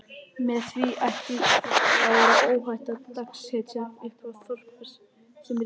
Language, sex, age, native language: Icelandic, male, 20-29, Icelandic